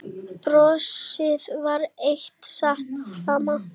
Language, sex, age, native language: Icelandic, female, 10, Icelandic